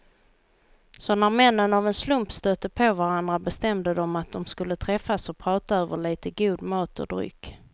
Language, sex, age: Swedish, female, 38